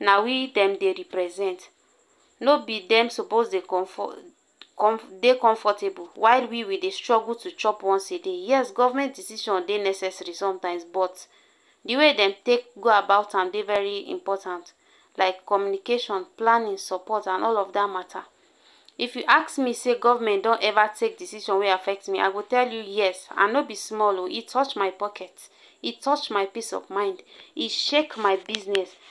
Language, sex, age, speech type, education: Nigerian Pidgin, female, 15-29, spontaneous, tertiary